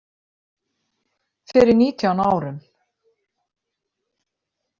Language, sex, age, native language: Icelandic, female, 50-59, Icelandic